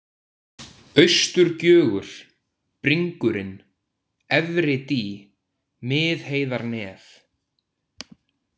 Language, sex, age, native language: Icelandic, male, 18-19, Icelandic